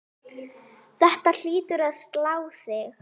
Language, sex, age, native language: Icelandic, female, 9, Icelandic